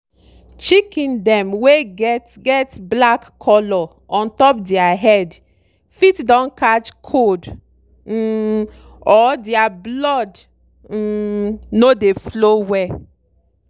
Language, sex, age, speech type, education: Nigerian Pidgin, female, 30-45, spontaneous, tertiary